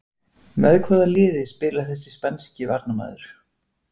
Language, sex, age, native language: Icelandic, male, 40-49, Icelandic